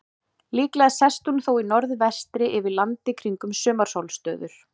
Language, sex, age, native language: Icelandic, female, 40-49, Icelandic